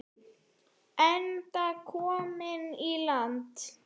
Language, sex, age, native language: Icelandic, female, 8, Icelandic